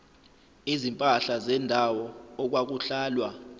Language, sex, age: Zulu, male, 25